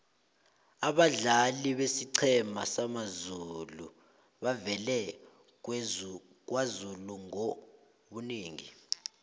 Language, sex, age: South Ndebele, male, 22